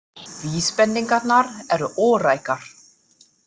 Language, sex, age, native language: Icelandic, female, 30-39, German